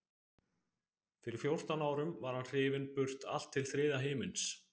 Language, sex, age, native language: Icelandic, male, 20-29, Icelandic